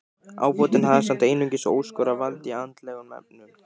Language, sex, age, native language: Icelandic, male, 15, Icelandic